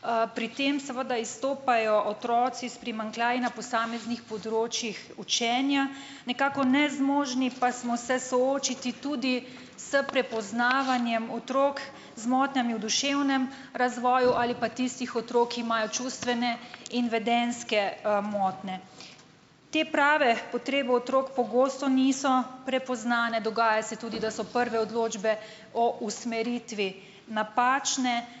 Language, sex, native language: Slovenian, female, Slovenian